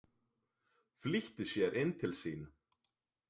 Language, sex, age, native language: Icelandic, male, 20-29, Icelandic